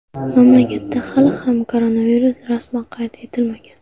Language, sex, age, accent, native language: Uzbek, female, 18-24, Navoiy, Uzbek